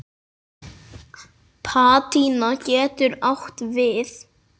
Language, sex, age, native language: Icelandic, male, 9, Icelandic